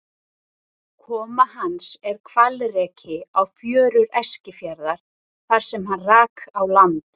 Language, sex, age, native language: Icelandic, female, 30-39, Icelandic